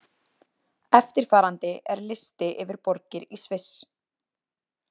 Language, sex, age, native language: Icelandic, female, 20-29, Icelandic